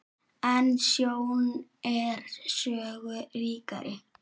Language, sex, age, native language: Icelandic, male, 7, Icelandic